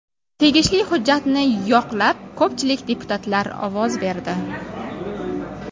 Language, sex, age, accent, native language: Uzbek, female, 18-24, Navoiy, Uzbek